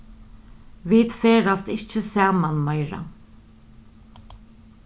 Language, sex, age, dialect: Faroese, female, 36-60, Norðurstreymoy/Eysturoy